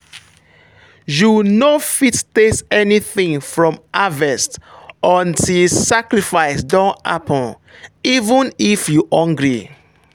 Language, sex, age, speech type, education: Nigerian Pidgin, male, 15-29, spontaneous, tertiary